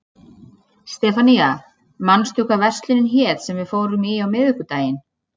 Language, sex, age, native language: Icelandic, female, 30-39, Icelandic